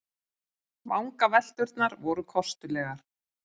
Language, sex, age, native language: Icelandic, female, 40-49, Icelandic